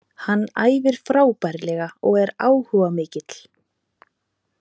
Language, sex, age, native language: Icelandic, female, 30-39, Icelandic